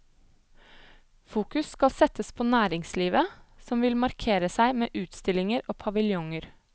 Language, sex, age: Norwegian, female, 25